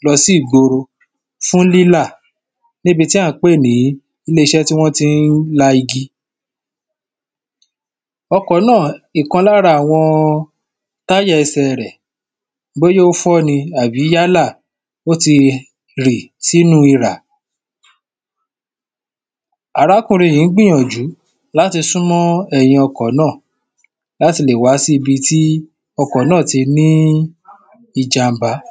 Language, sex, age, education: Yoruba, female, 15-29, primary